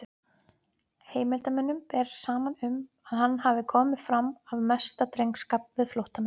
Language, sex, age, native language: Icelandic, female, 20-29, Icelandic